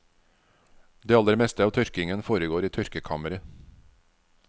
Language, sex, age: Norwegian, male, 49